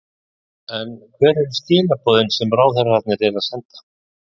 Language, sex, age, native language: Icelandic, male, 60-69, Icelandic